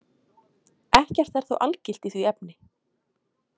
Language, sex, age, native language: Icelandic, female, 30-39, Icelandic